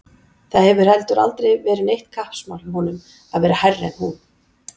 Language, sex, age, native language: Icelandic, female, 40-49, Icelandic